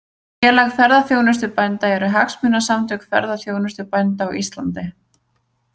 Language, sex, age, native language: Icelandic, female, 20-29, Icelandic